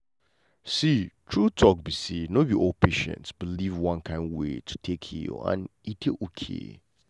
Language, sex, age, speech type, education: Nigerian Pidgin, male, 15-29, spontaneous, tertiary